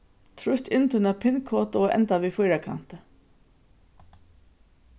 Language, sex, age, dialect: Faroese, female, 36-60, Suðurstreymoy